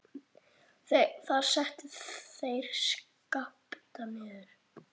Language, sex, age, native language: Icelandic, male, 8, Icelandic